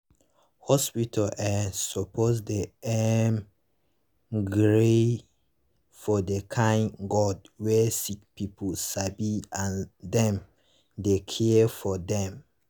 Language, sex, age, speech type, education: Nigerian Pidgin, male, 15-29, spontaneous, tertiary